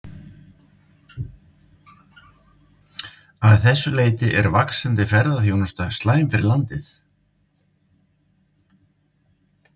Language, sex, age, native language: Icelandic, male, 50-59, Icelandic